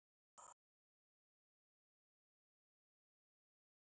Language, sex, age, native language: Icelandic, male, 13, Icelandic